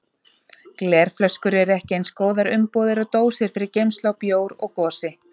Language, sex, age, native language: Icelandic, female, 30-39, Icelandic